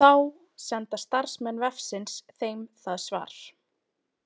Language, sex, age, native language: Icelandic, female, 20-29, Icelandic